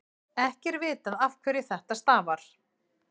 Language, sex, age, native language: Icelandic, female, 40-49, Icelandic